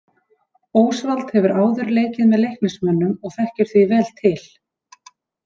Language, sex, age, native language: Icelandic, female, 30-39, Icelandic